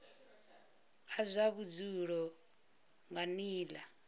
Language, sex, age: Venda, female, 39